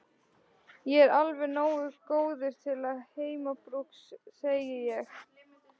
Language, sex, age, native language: Icelandic, female, 13, Icelandic